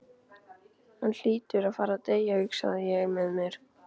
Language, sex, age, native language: Icelandic, male, 12, Icelandic